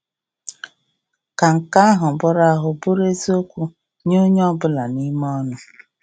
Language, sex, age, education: Igbo, female, 46-60, tertiary